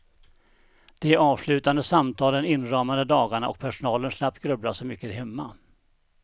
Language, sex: Swedish, male